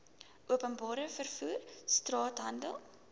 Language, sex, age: Afrikaans, female, 19